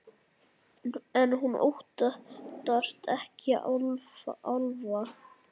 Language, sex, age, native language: Icelandic, male, 9, Icelandic